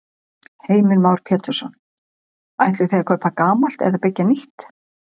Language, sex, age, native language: Icelandic, male, 40-49, Icelandic